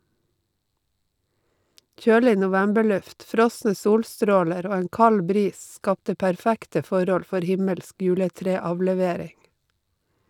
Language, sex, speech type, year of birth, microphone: Norwegian, female, read, 1952, Shure